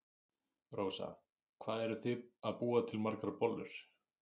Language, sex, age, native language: Icelandic, male, 30-39, Icelandic